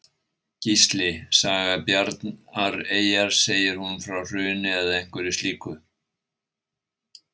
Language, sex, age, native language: Icelandic, male, 60-69, Icelandic